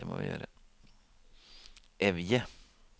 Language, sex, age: Norwegian, male, 52